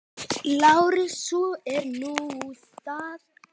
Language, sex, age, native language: Icelandic, male, 10, Icelandic